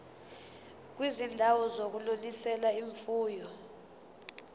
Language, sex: Zulu, female